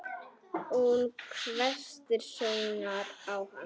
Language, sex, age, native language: Icelandic, female, 10, Icelandic